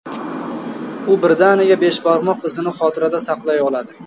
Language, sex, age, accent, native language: Uzbek, male, 19-29, Toshkent viloyati, Uzbek